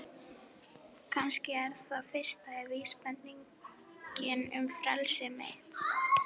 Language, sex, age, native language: Icelandic, female, 11, Icelandic